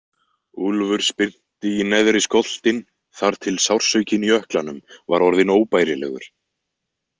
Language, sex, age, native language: Icelandic, male, 20-29, Icelandic